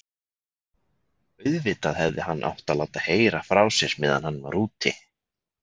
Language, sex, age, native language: Icelandic, male, 20-29, Icelandic